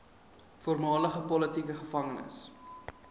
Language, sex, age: Afrikaans, male, 23